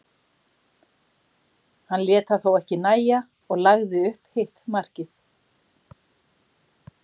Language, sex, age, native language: Icelandic, female, 60-69, Icelandic